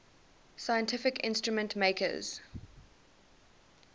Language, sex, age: English, female, 19